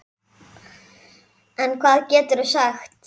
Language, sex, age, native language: Icelandic, female, 10, Icelandic